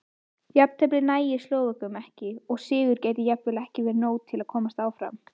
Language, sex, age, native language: Icelandic, female, 18-19, Icelandic